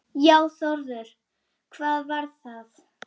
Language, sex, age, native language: Icelandic, female, 8, Icelandic